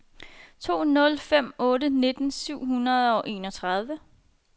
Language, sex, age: Danish, female, 21